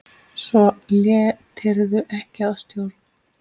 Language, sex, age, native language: Icelandic, female, 8, Icelandic